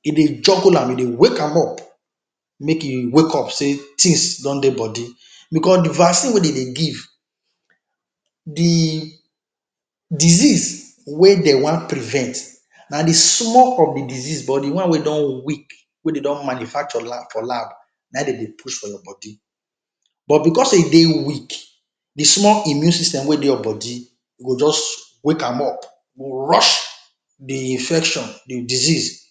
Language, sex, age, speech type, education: Nigerian Pidgin, male, 30-45, spontaneous, tertiary